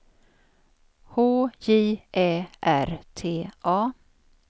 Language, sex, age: Swedish, female, 56